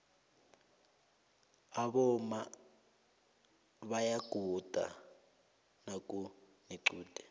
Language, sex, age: South Ndebele, male, 22